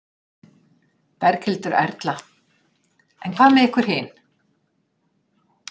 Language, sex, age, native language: Icelandic, female, 60-69, Icelandic